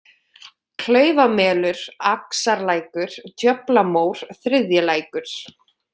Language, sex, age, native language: Icelandic, female, 20-29, Icelandic